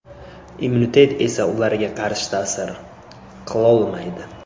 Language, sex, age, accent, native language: Uzbek, male, 18-24, Buxoro, Uzbek